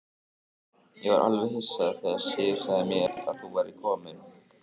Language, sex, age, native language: Icelandic, male, 18-19, Icelandic